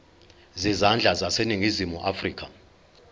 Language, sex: Zulu, male